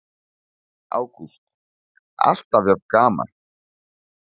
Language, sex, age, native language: Icelandic, male, 40-49, Icelandic